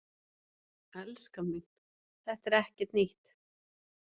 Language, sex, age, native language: Icelandic, female, 50-59, Icelandic